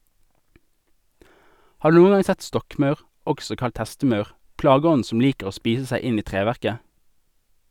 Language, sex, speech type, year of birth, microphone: Norwegian, male, read, 1988, Sennheiser